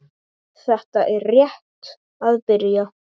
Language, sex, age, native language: Icelandic, male, 8, Icelandic